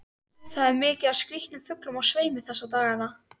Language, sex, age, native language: Icelandic, female, 13, Icelandic